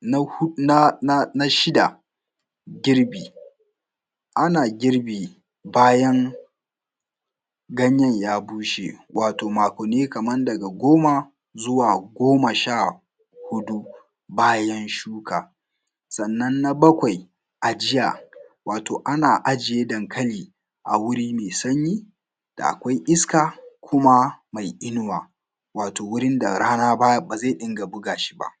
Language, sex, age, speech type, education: Hausa, male, 15-29, spontaneous, tertiary